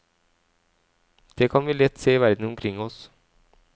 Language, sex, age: Norwegian, male, 37